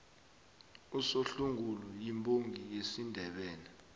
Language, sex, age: South Ndebele, male, 21